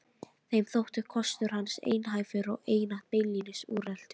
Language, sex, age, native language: Icelandic, female, 13, Icelandic